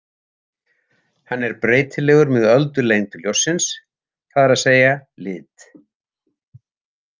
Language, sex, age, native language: Icelandic, male, 70-79, Icelandic